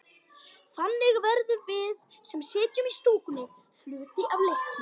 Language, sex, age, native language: Icelandic, female, 50-59, Icelandic